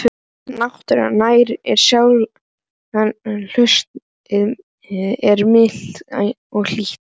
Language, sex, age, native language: Icelandic, male, 11, Icelandic